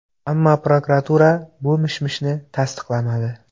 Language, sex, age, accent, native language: Uzbek, male, 18-24, Xorazm, Uzbek